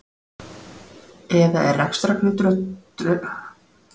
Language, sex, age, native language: Icelandic, female, 40-49, Icelandic